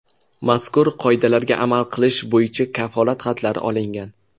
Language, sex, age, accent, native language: Uzbek, male, 19-29, Jizzax, Uzbek